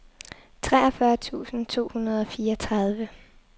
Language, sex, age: Danish, female, 23